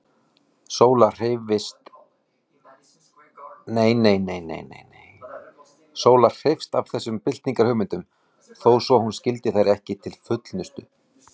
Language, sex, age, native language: Icelandic, male, 40-49, Icelandic